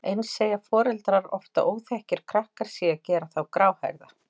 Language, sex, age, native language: Icelandic, female, 40-49, Icelandic